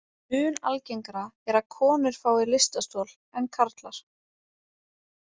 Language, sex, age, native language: Icelandic, female, 18-19, Icelandic